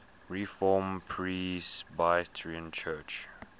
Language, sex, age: English, male, 21